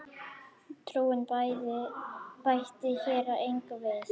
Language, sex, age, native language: Icelandic, female, 9, Icelandic